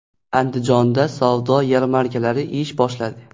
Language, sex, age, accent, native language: Uzbek, male, 12-17, Xorazm, Uzbek